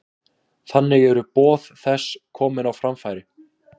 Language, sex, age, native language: Icelandic, male, 18-19, Icelandic